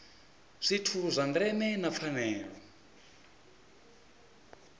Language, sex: Venda, male